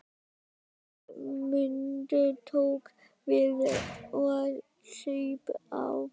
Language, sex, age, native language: Icelandic, female, 12, Icelandic